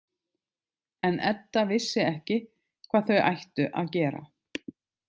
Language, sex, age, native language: Icelandic, other, 50-59, Icelandic